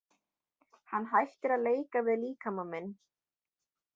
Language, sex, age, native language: Icelandic, female, 20-29, Icelandic